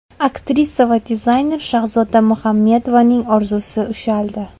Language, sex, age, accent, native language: Uzbek, female, 18-24, Toshkent viloyati, Uzbek